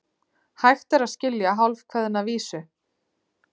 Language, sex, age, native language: Icelandic, female, 30-39, Icelandic